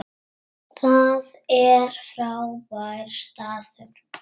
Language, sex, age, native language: Icelandic, female, 6, Icelandic